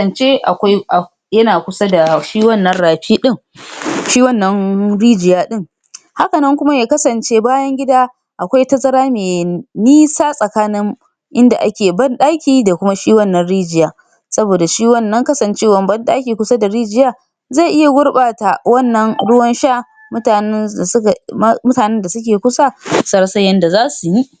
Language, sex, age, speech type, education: Hausa, female, 46-60, spontaneous, tertiary